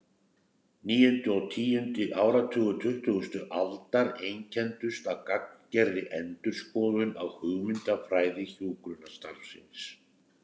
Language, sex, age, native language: Icelandic, male, 60-69, Icelandic